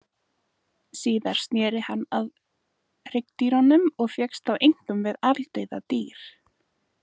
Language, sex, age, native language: Icelandic, female, 20-29, Icelandic